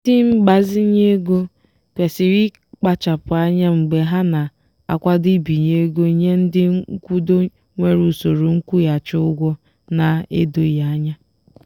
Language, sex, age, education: Igbo, female, 15-29, tertiary